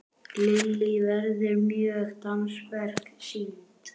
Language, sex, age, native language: Icelandic, male, 10, Icelandic